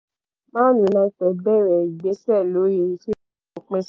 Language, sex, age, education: Yoruba, female, 15-29, secondary